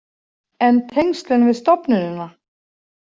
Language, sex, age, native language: Icelandic, female, 40-49, Icelandic